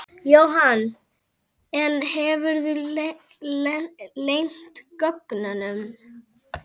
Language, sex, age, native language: Icelandic, female, 10, Icelandic